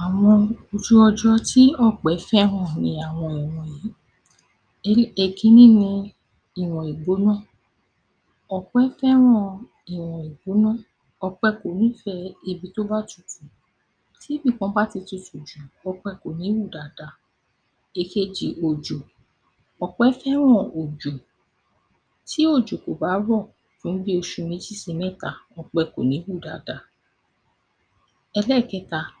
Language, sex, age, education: Yoruba, female, 46-60, tertiary